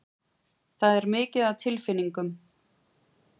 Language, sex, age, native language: Icelandic, female, 40-49, Icelandic